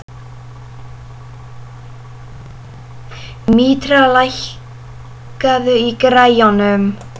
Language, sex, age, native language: Icelandic, female, 12, Icelandic